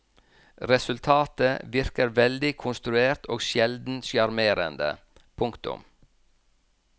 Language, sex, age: Norwegian, male, 46